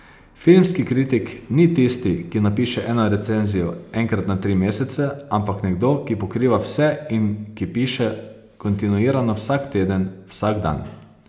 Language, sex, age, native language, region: Slovenian, male, 30-49, Slovenian, Posavska region